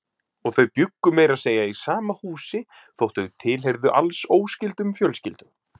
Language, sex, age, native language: Icelandic, male, 30-39, Icelandic